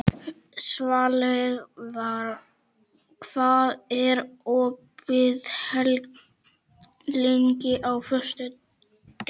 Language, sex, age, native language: Icelandic, male, 11, Icelandic